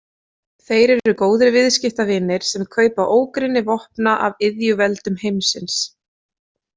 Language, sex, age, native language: Icelandic, female, 30-39, Icelandic